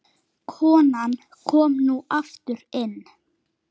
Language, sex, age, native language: Icelandic, female, 9, Icelandic